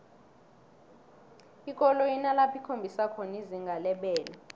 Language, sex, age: South Ndebele, female, 22